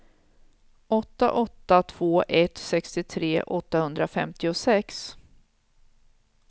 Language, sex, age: Swedish, female, 46